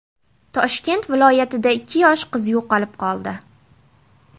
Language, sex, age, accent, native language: Uzbek, female, 18-24, Namangan, Uzbek